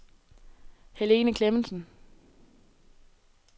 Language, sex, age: Danish, female, 18